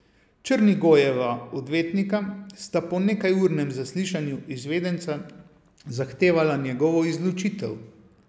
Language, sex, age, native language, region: Slovenian, male, 50-59, Slovenian, Savinja region